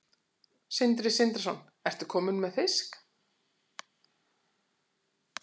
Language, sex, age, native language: Icelandic, female, 40-49, Icelandic